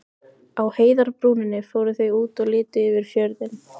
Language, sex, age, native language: Icelandic, female, 15, Icelandic